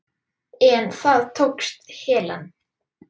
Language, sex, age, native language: Icelandic, male, 10, Icelandic